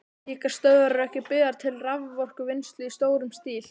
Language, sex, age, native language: Icelandic, male, 12, Icelandic